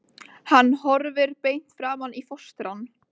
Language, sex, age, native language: Icelandic, female, 13, Icelandic